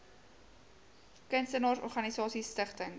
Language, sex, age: Afrikaans, female, 18